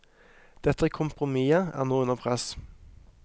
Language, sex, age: Norwegian, male, 23